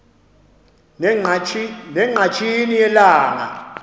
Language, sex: Xhosa, male